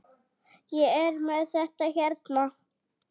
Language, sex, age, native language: Icelandic, female, 8, Icelandic